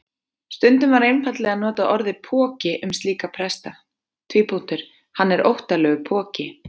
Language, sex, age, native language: Icelandic, female, 40-49, Icelandic